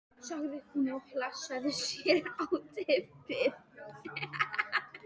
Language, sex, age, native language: Icelandic, male, 18-19, Polish